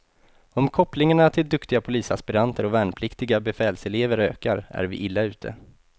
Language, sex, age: Swedish, male, 28